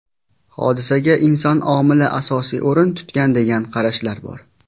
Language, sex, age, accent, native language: Uzbek, male, 19-29, Farg'ona, Uzbek